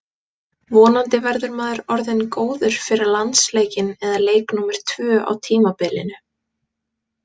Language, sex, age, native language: Icelandic, female, 20-29, Icelandic